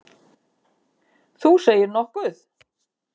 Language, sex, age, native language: Icelandic, female, 50-59, Icelandic